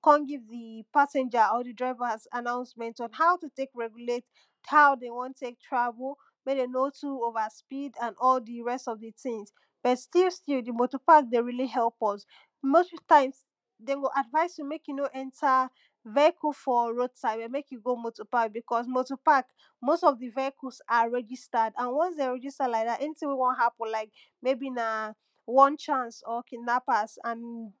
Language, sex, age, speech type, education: Nigerian Pidgin, female, 15-29, spontaneous, tertiary